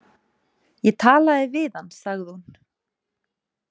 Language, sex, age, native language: Icelandic, female, 30-39, Icelandic